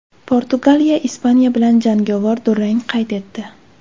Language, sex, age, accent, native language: Uzbek, female, 18-24, Jizzax, Uzbek